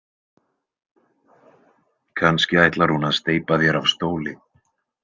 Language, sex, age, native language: Icelandic, male, 20-29, Icelandic